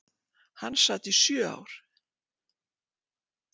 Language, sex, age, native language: Icelandic, female, 60-69, Icelandic